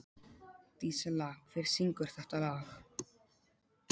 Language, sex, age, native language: Icelandic, male, 12, Polish